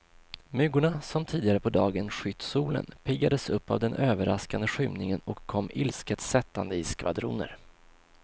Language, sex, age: Swedish, male, 26